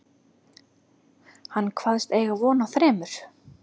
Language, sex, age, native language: Icelandic, female, 30-39, Icelandic